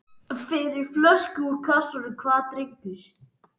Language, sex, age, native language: Icelandic, male, 11, Icelandic